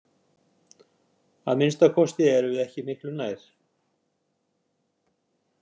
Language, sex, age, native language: Icelandic, male, 60-69, Icelandic